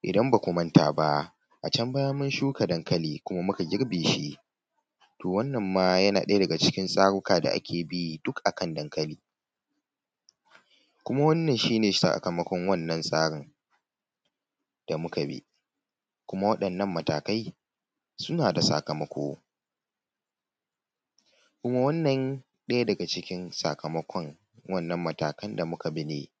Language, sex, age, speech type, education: Hausa, male, 15-29, spontaneous, tertiary